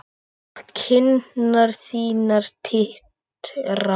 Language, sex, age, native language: Icelandic, male, 8, Icelandic